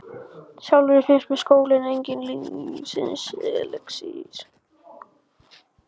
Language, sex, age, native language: Icelandic, male, 14, Icelandic